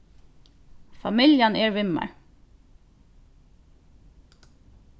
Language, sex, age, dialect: Faroese, female, 15-35, Norðurstreymoy/Eysturoy